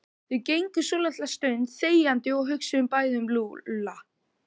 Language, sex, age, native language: Icelandic, male, 12, Icelandic